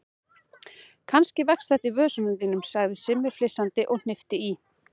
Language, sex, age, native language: Icelandic, female, 30-39, Icelandic